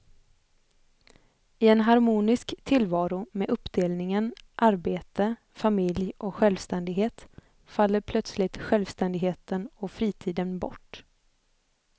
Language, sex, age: Swedish, female, 25